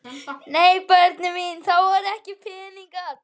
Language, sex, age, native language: Icelandic, male, 11, Icelandic